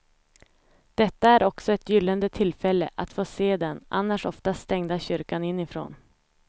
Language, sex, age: Swedish, female, 25